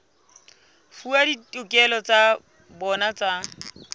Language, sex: Southern Sotho, female